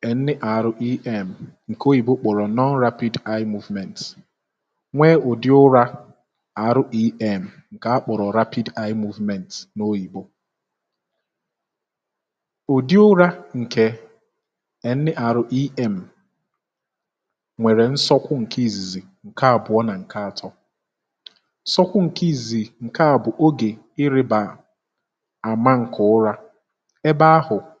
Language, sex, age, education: Igbo, male, 15-29, tertiary